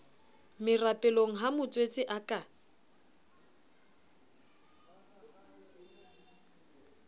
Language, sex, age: Southern Sotho, female, 29